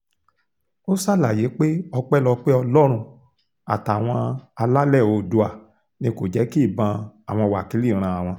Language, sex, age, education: Yoruba, male, 46-60, tertiary